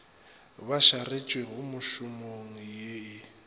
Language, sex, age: Northern Sotho, male, 25